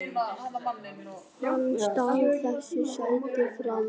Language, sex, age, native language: Icelandic, male, 11, Icelandic